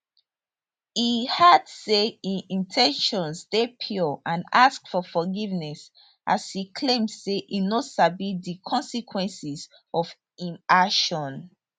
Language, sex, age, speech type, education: Nigerian Pidgin, female, 30-45, spontaneous, tertiary